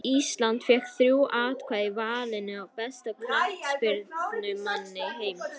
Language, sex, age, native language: Icelandic, female, 50-59, Icelandic